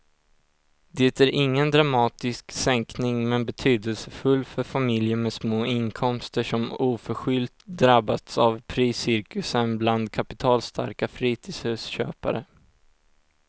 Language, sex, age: Swedish, male, 16